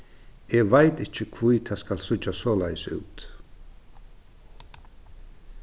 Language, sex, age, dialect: Faroese, male, 36-60, Suðurstreymoy